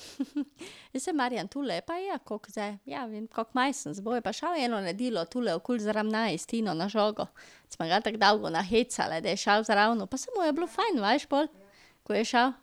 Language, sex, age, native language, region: Slovenian, female, 50-59, Slovenian, Drava region